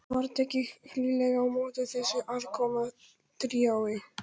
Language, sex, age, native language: Icelandic, male, 11, Polish